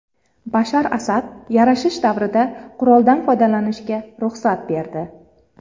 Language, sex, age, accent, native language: Uzbek, female, 30-39, Farg'ona, Uzbek